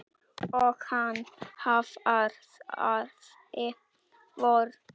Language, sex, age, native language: Icelandic, female, 6, Icelandic